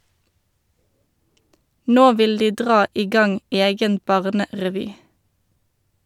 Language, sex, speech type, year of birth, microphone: Norwegian, female, read, 1991, Shure